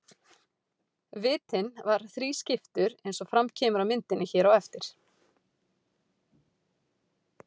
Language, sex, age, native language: Icelandic, female, 40-49, Icelandic